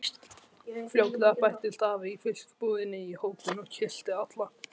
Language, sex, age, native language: Icelandic, male, 11, Icelandic